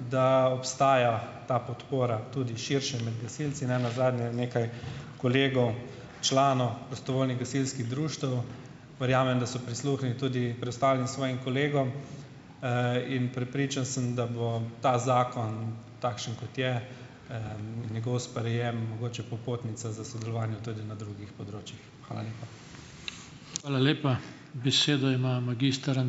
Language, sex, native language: Slovenian, male, Slovenian